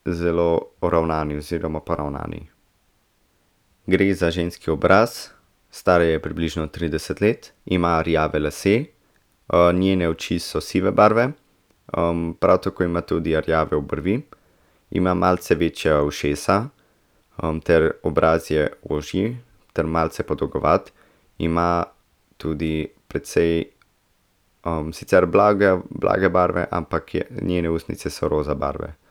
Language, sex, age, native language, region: Slovenian, male, 18-29, Slovenian, Central Slovenia